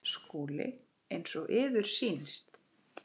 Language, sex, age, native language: Icelandic, female, 9, Icelandic